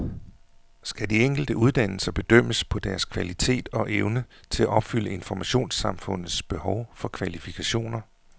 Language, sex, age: Danish, male, 41